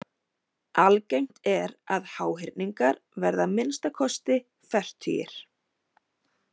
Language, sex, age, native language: Icelandic, female, 30-39, Icelandic